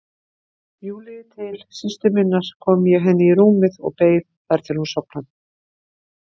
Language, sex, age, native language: Icelandic, female, 60-69, Icelandic